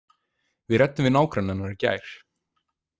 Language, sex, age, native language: Icelandic, male, 20-29, Icelandic